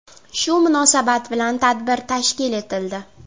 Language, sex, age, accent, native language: Uzbek, female, 18-24, Navoiy, Uzbek